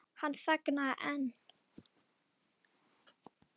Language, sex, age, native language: Icelandic, female, 9, Icelandic